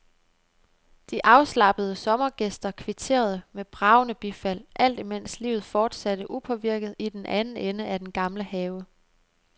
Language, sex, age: Danish, female, 29